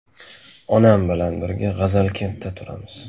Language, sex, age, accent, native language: Uzbek, male, 18-24, Namangan, Uzbek